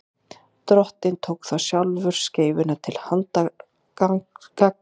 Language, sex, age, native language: Icelandic, female, 40-49, Icelandic